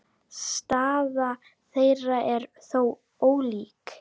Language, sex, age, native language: Icelandic, female, 10, Icelandic